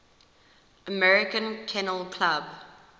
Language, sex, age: English, female, 19